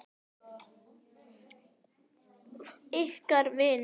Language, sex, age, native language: Icelandic, female, 10, Icelandic